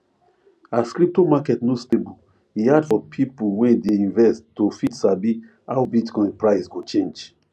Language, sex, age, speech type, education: Nigerian Pidgin, male, 30-45, spontaneous, tertiary